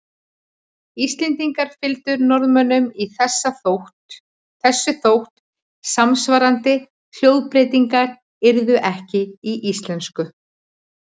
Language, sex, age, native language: Icelandic, female, 40-49, Icelandic